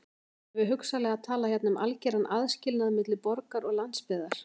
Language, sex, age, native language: Icelandic, female, 40-49, Icelandic